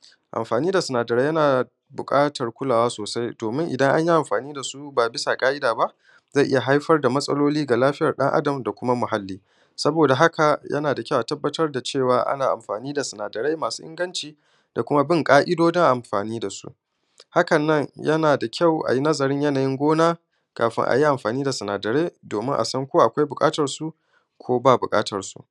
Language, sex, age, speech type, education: Hausa, male, 15-29, spontaneous, primary